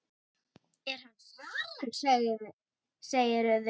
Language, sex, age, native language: Icelandic, female, 18-19, Icelandic